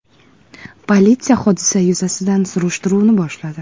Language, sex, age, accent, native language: Uzbek, female, 25-34, Toshkent viloyati, Uzbek